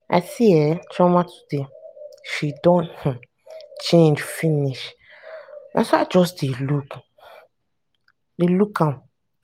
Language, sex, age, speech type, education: Nigerian Pidgin, female, 15-29, spontaneous, tertiary